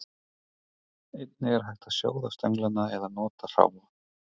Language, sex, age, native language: Icelandic, male, 30-39, Icelandic